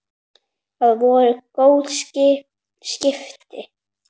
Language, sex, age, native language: Icelandic, male, 7, Icelandic